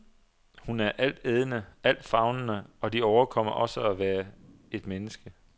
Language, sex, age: Danish, male, 27